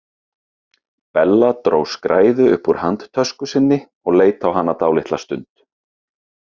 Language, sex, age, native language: Icelandic, male, 30-39, Icelandic